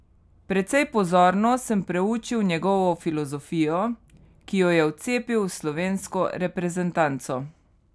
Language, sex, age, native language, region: Slovenian, female, 30-49, Slovenian, Carinthia region